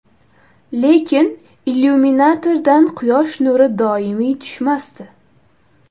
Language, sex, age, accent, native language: Uzbek, female, 18-24, Toshkent shahri, Uzbek